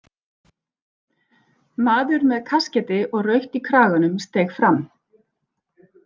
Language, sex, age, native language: Icelandic, female, 40-49, Icelandic